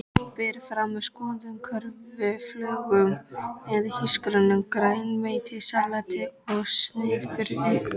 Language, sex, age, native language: Icelandic, female, 13, Icelandic